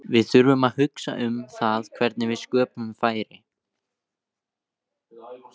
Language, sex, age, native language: Icelandic, male, 18-19, Icelandic